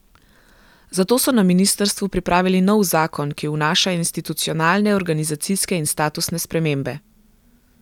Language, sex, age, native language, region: Slovenian, female, 18-29, Slovenian, Gorenjska region